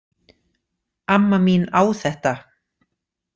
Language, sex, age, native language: Icelandic, female, 40-49, Icelandic